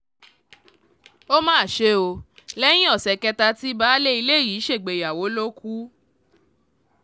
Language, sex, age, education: Yoruba, female, 15-29, tertiary